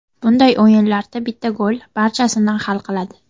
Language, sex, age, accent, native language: Uzbek, female, 12-17, Toshkent shahri, Uzbek